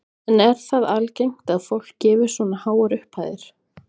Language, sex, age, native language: Icelandic, female, 20-29, Icelandic